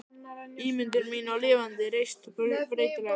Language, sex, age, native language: Icelandic, male, 12, Icelandic